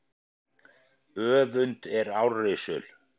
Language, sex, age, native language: Icelandic, male, 50-59, Icelandic